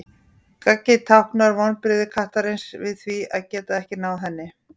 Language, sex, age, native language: Icelandic, female, 40-49, Icelandic